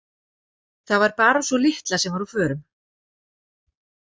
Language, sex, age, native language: Icelandic, female, 40-49, Icelandic